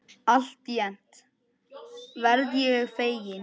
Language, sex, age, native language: Icelandic, male, 9, Icelandic